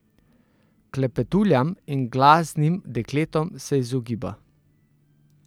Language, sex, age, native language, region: Slovenian, male, 30-49, Slovenian, Central Slovenia